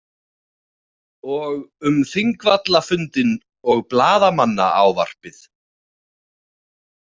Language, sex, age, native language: Icelandic, male, 40-49, Icelandic